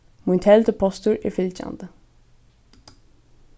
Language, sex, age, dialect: Faroese, female, 15-35, Norðurstreymoy/Eysturoy